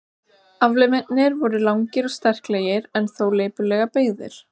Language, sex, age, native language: Icelandic, female, 16, Icelandic